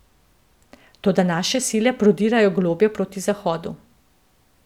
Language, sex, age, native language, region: Slovenian, female, 50-59, Slovenian, Central Slovenia